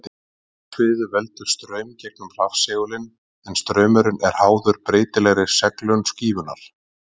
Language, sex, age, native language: Icelandic, male, 30-39, Icelandic